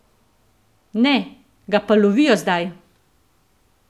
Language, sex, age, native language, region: Slovenian, female, 50-59, Slovenian, Central Slovenia